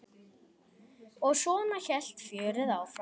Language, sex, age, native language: Icelandic, male, 8, Icelandic